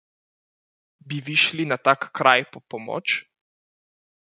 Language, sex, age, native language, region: Slovenian, male, 18-29, Slovenian, Central Slovenia